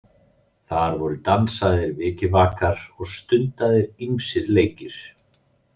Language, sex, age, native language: Icelandic, male, 30-39, Icelandic